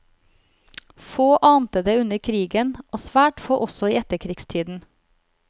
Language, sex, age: Norwegian, female, 36